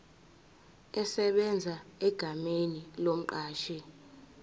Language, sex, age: Zulu, female, 18